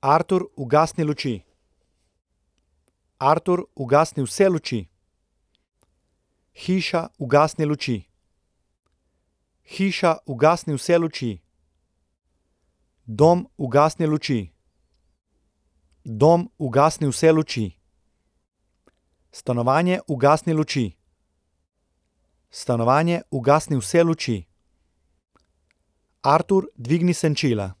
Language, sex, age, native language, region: Slovenian, male, 30-49, Slovenian, Central Slovenia